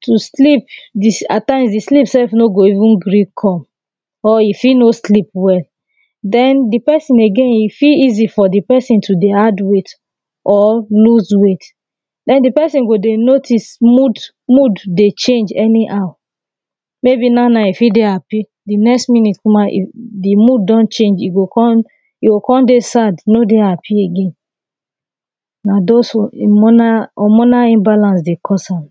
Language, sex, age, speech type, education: Nigerian Pidgin, female, 30-45, spontaneous, tertiary